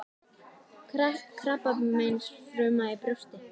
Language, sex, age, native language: Icelandic, female, 18-19, Icelandic